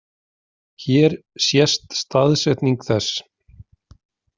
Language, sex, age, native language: Icelandic, male, 40-49, Icelandic